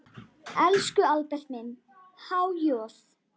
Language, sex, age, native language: Icelandic, female, 10, Icelandic